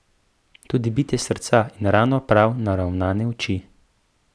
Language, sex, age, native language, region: Slovenian, male, 18-29, Slovenian, Central Slovenia